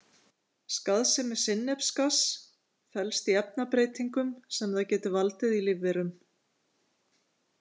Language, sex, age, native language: Icelandic, female, 50-59, Icelandic